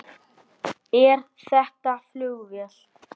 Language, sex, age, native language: Icelandic, male, 8, Icelandic